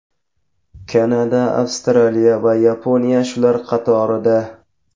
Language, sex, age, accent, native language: Uzbek, male, 18-24, Jizzax, Uzbek